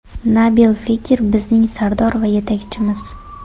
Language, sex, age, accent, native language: Uzbek, female, 18-24, Toshkent shahri, Uzbek